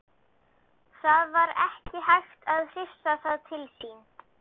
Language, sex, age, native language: Icelandic, female, 12, Icelandic